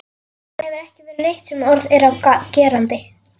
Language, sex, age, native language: Icelandic, female, 11, Icelandic